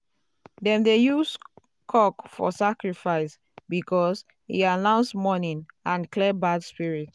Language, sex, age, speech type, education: Nigerian Pidgin, female, 30-45, spontaneous, tertiary